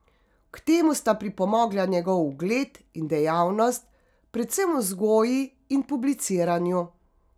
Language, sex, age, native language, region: Slovenian, female, 50-59, Slovenian, Carinthia region